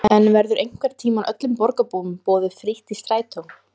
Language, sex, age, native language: Icelandic, female, 20-29, Icelandic